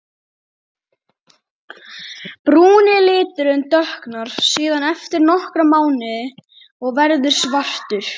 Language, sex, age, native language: Icelandic, female, 30-39, Icelandic